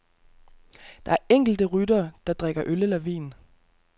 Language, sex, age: Danish, male, 32